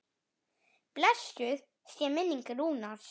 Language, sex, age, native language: Icelandic, female, 7, Icelandic